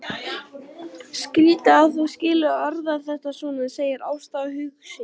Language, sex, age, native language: Icelandic, male, 12, Icelandic